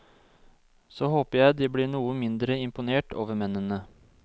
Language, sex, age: Norwegian, male, 26